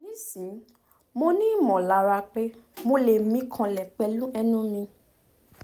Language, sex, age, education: Yoruba, female, 15-29, tertiary